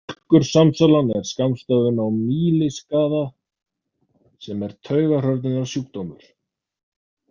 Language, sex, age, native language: Icelandic, male, 30-39, Icelandic